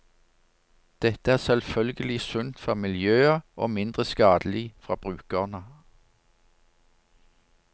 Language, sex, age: Norwegian, male, 59